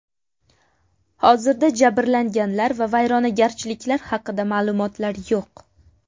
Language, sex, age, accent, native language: Uzbek, female, 19-29, Qashqadaryo, Uzbek